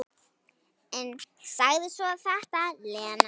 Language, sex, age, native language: Icelandic, female, 9, Icelandic